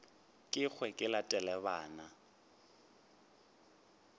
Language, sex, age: Northern Sotho, male, 21